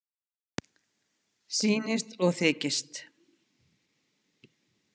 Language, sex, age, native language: Icelandic, female, 50-59, Icelandic